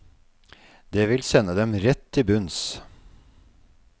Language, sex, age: Norwegian, male, 48